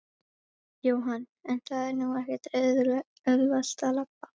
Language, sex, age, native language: Icelandic, female, 11, Icelandic